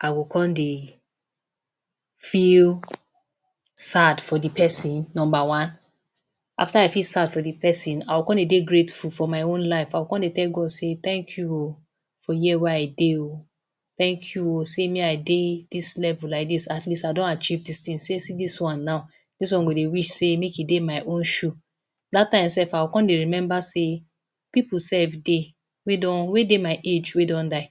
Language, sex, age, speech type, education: Nigerian Pidgin, female, 30-45, spontaneous, tertiary